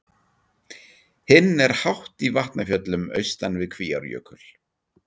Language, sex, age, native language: Icelandic, male, 40-49, Icelandic